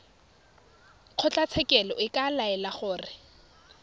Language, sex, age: Tswana, female, 21